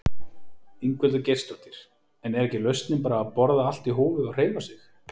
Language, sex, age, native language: Icelandic, male, 40-49, Icelandic